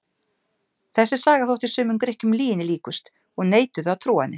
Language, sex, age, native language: Icelandic, female, 50-59, Icelandic